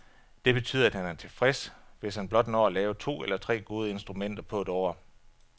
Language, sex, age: Danish, male, 33